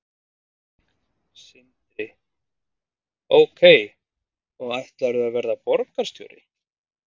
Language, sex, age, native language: Icelandic, male, 30-39, Icelandic